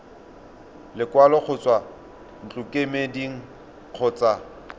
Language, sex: Tswana, male